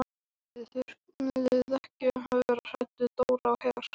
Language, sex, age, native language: Icelandic, male, 12, Icelandic